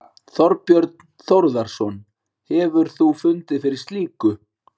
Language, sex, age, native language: Icelandic, male, 40-49, Icelandic